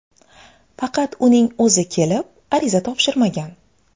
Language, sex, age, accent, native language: Uzbek, female, 25-34, Xorazm, Uzbek